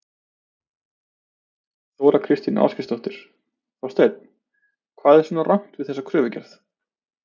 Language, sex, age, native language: Icelandic, male, 30-39, Icelandic